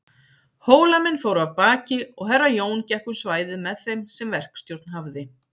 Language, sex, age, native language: Icelandic, female, 50-59, Icelandic